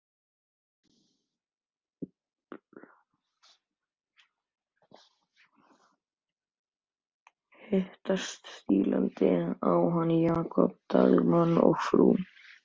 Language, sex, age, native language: Icelandic, male, 14, Icelandic